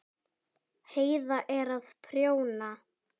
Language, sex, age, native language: Icelandic, female, 10, Icelandic